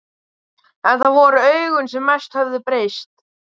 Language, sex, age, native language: Icelandic, male, 12, Icelandic